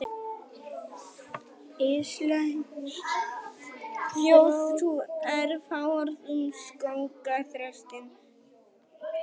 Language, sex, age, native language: Icelandic, female, 18-19, Icelandic